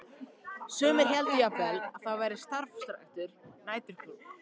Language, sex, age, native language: Icelandic, male, 14, Icelandic